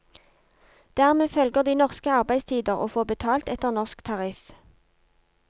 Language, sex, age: Norwegian, female, 32